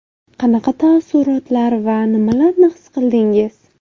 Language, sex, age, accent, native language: Uzbek, female, 18-24, Buxoro, Uzbek